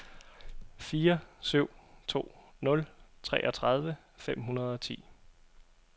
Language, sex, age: Danish, male, 27